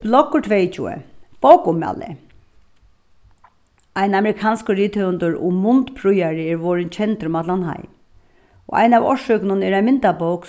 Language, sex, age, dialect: Faroese, female, 36-60, Suðuroy